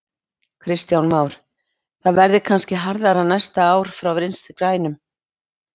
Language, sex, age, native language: Icelandic, female, 30-39, Icelandic